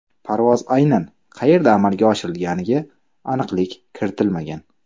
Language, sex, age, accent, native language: Uzbek, male, 25-34, Samarqand, Uzbek